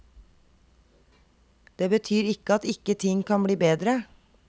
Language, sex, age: Norwegian, female, 32